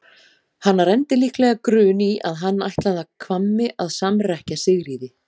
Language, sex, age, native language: Icelandic, female, 40-49, Icelandic